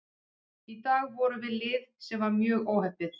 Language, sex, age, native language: Icelandic, female, 40-49, Icelandic